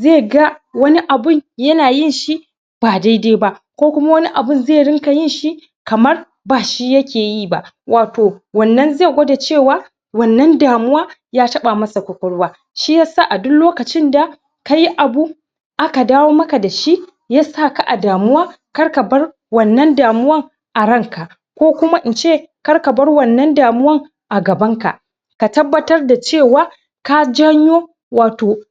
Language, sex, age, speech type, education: Hausa, male, 15-29, spontaneous, secondary